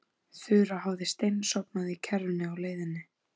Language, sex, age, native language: Icelandic, female, 14, Icelandic